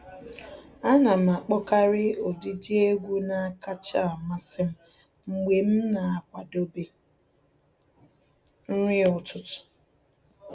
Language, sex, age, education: Igbo, female, 30-45, tertiary